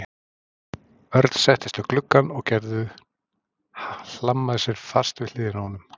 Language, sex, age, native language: Icelandic, male, 40-49, Icelandic